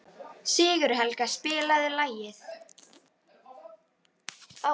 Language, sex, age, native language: Icelandic, female, 12, Icelandic